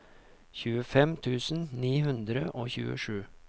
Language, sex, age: Norwegian, male, 39